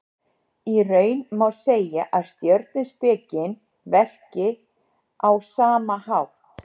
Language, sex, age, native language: Icelandic, female, 60-69, Icelandic